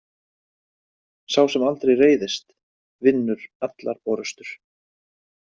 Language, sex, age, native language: Icelandic, male, 30-39, Icelandic